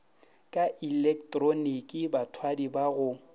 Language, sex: Northern Sotho, male